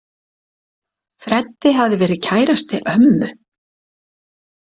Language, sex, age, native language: Icelandic, female, 60-69, Icelandic